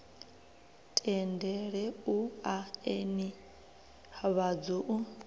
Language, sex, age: Venda, female, 23